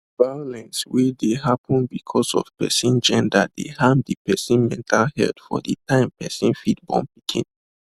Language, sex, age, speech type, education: Nigerian Pidgin, male, 15-29, spontaneous, tertiary